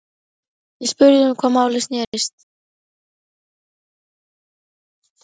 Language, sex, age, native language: Icelandic, female, 11, Icelandic